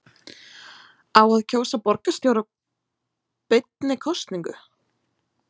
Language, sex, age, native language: Icelandic, female, 20-29, Icelandic